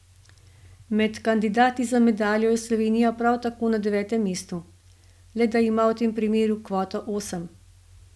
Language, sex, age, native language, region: Slovenian, female, 50-59, Slovenian, Gorenjska region